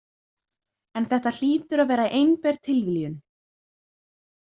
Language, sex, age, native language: Icelandic, female, 20-29, Icelandic